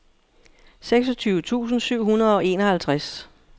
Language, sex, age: Danish, female, 59